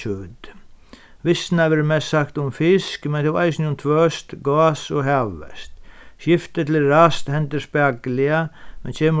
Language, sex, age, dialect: Faroese, male, 36-60, Sandoy